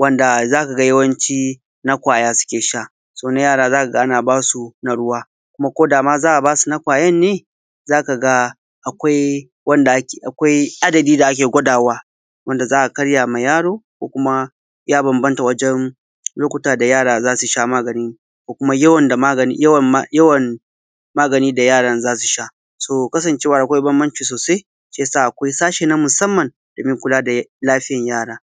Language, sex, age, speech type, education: Hausa, male, 15-29, spontaneous, tertiary